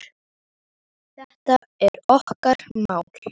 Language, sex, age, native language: Icelandic, male, 8, Icelandic